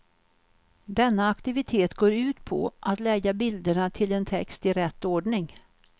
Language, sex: Swedish, female